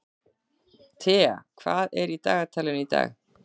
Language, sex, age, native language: Icelandic, female, 40-49, Icelandic